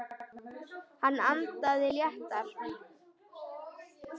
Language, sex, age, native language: Icelandic, male, 9, Icelandic